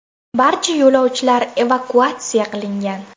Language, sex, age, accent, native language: Uzbek, female, under 19, Toshkent shahri, Uzbek